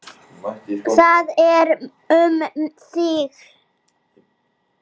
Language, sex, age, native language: Icelandic, male, 9, Icelandic